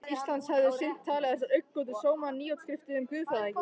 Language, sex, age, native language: Icelandic, male, 13, Icelandic